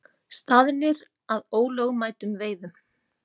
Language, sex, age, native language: Icelandic, female, 30-39, Icelandic